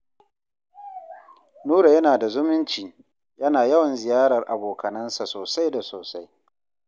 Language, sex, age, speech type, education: Hausa, male, 30-45, read, tertiary